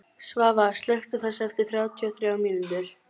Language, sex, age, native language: Icelandic, female, 12, Icelandic